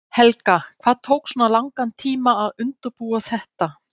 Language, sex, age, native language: Icelandic, female, 50-59, Danish